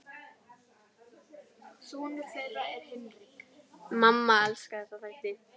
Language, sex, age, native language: Icelandic, female, 10, Icelandic